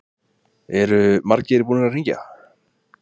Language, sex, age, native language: Icelandic, male, 20-29, Icelandic